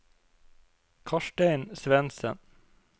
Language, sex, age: Norwegian, male, 25